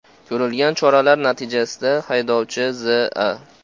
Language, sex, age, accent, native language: Uzbek, male, 18-24, Farg'ona, Uzbek